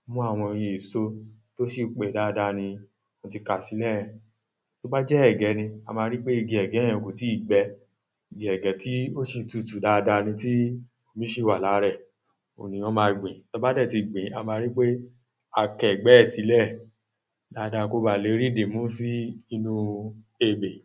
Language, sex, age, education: Yoruba, male, 30-45, tertiary